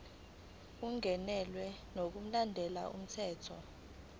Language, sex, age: Zulu, female, 19